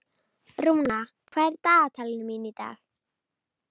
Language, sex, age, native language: Icelandic, female, 30-39, Icelandic